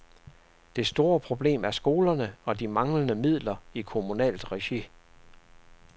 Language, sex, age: Danish, male, 67